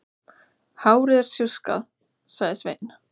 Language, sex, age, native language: Icelandic, female, 16, Icelandic